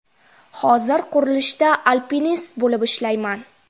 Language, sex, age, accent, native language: Uzbek, female, 12-17, Jizzax, Uzbek